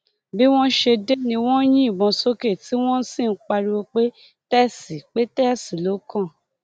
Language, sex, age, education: Yoruba, female, 30-45, tertiary